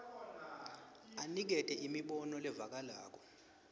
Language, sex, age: Swati, male, 23